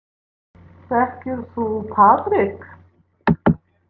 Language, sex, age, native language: Icelandic, female, 50-59, English